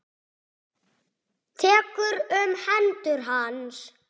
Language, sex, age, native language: Icelandic, male, 6, Icelandic